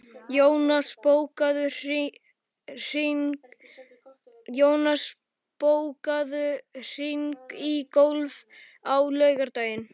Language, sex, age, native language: Icelandic, male, 11, Icelandic